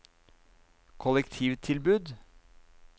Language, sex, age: Norwegian, male, 39